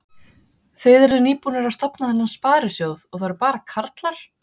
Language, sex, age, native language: Icelandic, female, 30-39, Icelandic